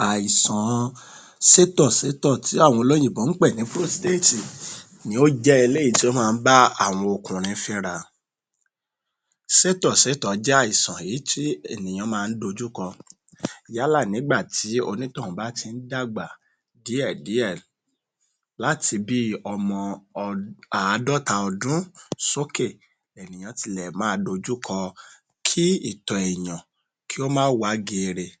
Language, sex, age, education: Yoruba, male, 30-45, tertiary